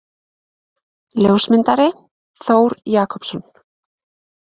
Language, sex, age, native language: Icelandic, female, 20-29, Icelandic